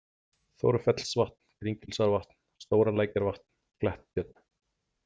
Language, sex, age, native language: Icelandic, male, 40-49, Icelandic